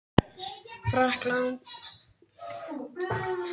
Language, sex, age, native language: Icelandic, male, 12, Icelandic